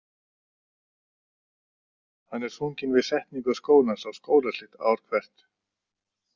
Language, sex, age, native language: Icelandic, male, 60-69, Icelandic